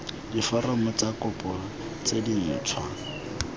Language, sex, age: Tswana, male, 21